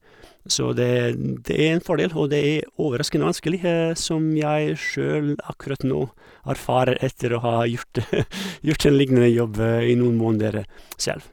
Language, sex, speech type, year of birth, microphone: Norwegian, male, spontaneous, 1971, Sennheiser